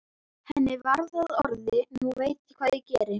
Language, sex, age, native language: Icelandic, female, 11, Icelandic